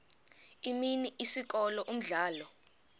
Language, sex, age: Xhosa, female, 23